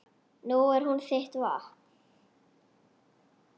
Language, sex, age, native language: Icelandic, female, 9, Icelandic